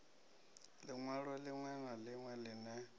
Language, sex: Venda, male